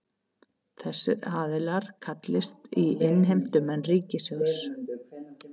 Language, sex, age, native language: Icelandic, female, 50-59, Icelandic